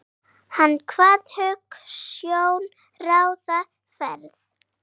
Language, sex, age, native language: Icelandic, female, 8, Icelandic